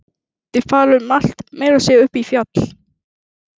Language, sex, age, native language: Icelandic, female, 11, Icelandic